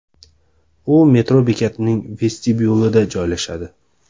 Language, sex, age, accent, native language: Uzbek, male, 25-34, Andijon, Uzbek